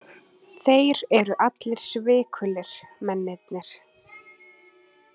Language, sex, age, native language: Icelandic, female, 20-29, Icelandic